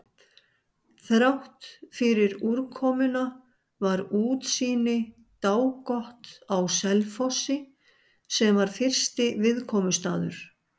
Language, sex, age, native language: Icelandic, male, 60-69, Icelandic